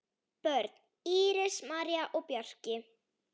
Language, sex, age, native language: Icelandic, female, 9, Icelandic